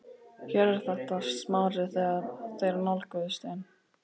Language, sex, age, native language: Icelandic, male, 12, Icelandic